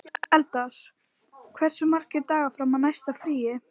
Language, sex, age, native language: Icelandic, female, 11, Icelandic